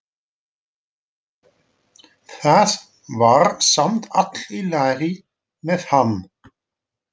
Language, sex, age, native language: Icelandic, male, 40-49, Dutch